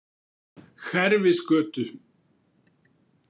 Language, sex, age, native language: Icelandic, male, 50-59, Icelandic